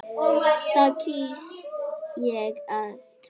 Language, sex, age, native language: Icelandic, female, 8, Icelandic